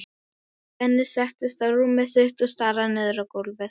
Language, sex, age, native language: Icelandic, female, 12, Icelandic